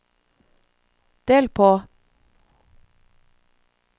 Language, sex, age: Norwegian, female, 46